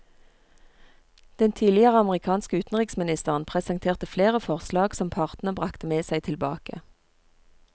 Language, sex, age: Norwegian, female, 39